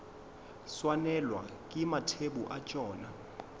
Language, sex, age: Northern Sotho, male, 22